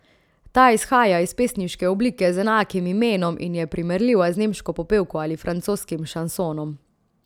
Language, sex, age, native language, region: Slovenian, female, 30-49, Slovenian, Central Slovenia